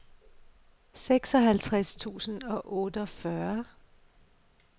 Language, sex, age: Danish, female, 55